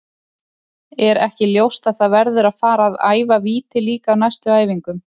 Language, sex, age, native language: Icelandic, male, 30-39, Icelandic